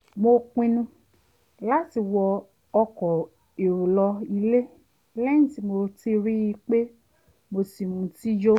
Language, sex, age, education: Yoruba, female, 30-45, tertiary